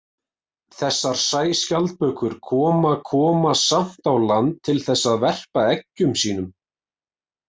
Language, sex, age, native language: Icelandic, male, 20-29, Icelandic